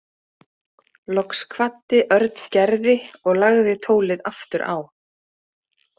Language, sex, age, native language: Icelandic, female, 30-39, Icelandic